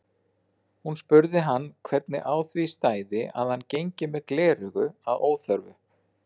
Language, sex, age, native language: Icelandic, male, 40-49, Icelandic